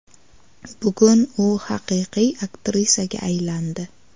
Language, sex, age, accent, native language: Uzbek, female, 19-29, Qashqadaryo, Uzbek